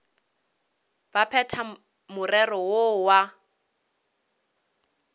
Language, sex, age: Northern Sotho, female, 26